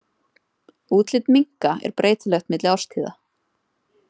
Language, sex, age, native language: Icelandic, female, 30-39, Icelandic